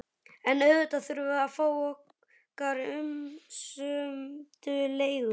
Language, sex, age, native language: Icelandic, male, 11, Icelandic